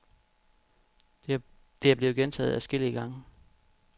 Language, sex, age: Danish, male, 31